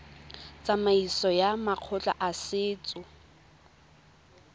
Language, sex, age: Tswana, female, 22